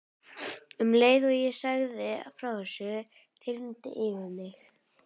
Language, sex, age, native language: Icelandic, female, 11, Icelandic